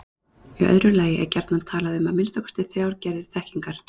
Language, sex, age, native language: Icelandic, female, 30-39, Icelandic